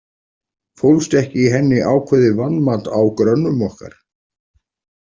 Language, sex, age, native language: Icelandic, male, 40-49, Icelandic